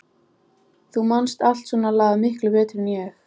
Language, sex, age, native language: Icelandic, female, 14, Icelandic